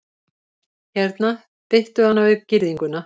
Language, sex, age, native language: Icelandic, female, 70-79, Icelandic